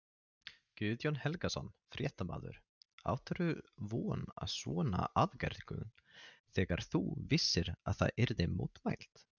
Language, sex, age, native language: Icelandic, male, 30-39, Icelandic